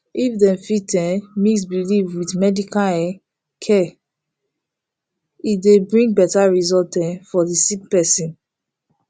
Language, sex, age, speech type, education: Nigerian Pidgin, female, 15-29, spontaneous, tertiary